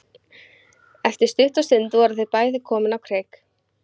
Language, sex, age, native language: Icelandic, female, 15, Icelandic